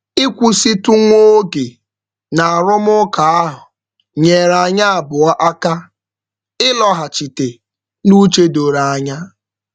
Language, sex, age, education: Igbo, male, 15-29, tertiary